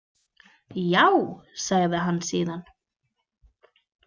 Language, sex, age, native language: Icelandic, female, 20-29, Icelandic